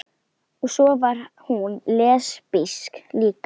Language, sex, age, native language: Icelandic, female, 11, Icelandic